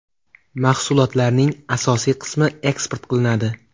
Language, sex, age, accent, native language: Uzbek, male, 18-24, Xorazm, Uzbek